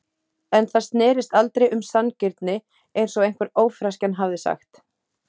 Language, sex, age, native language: Icelandic, female, 30-39, Icelandic